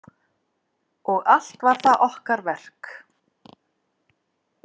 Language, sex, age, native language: Icelandic, female, 40-49, Icelandic